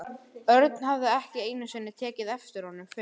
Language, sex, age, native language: Icelandic, male, 11, Icelandic